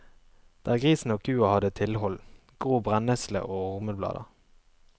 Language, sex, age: Norwegian, male, 23